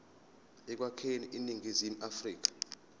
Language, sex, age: Zulu, male, 25